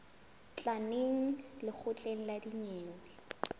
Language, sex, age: Southern Sotho, female, 22